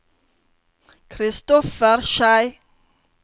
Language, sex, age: Norwegian, female, 32